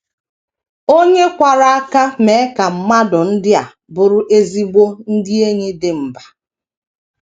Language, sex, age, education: Igbo, female, 30-45, tertiary